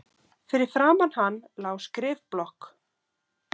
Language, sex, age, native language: Icelandic, female, 30-39, Icelandic